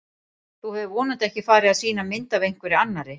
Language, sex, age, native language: Icelandic, female, 40-49, Icelandic